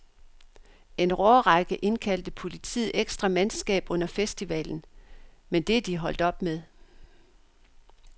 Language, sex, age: Danish, female, 62